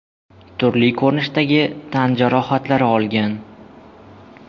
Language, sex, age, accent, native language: Uzbek, male, 12-17, Jizzax, Uzbek